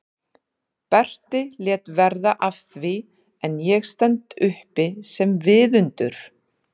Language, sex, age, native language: Icelandic, female, 30-39, Icelandic